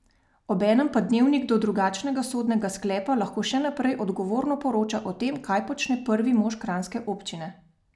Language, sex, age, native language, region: Slovenian, female, 30-49, Slovenian, Savinja region